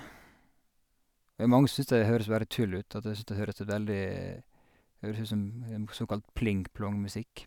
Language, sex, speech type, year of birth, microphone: Norwegian, male, spontaneous, 1986, Sennheiser